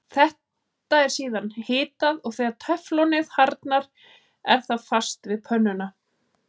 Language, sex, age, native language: Icelandic, female, 30-39, Icelandic